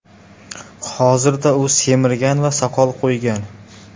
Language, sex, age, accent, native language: Uzbek, male, 18-24, Samarqand, Uzbek